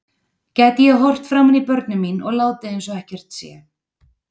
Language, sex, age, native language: Icelandic, female, 30-39, Icelandic